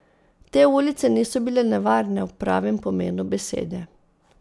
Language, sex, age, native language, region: Slovenian, female, 30-49, Slovenian, Posavska region